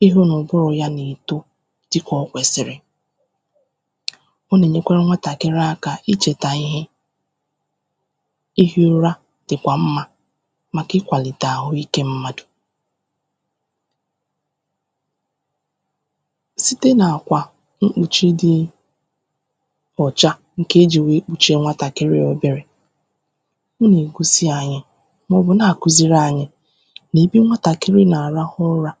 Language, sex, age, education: Igbo, female, 15-29, tertiary